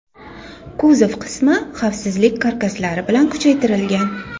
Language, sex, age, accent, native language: Uzbek, female, 35+, Toshkent shahri, Uzbek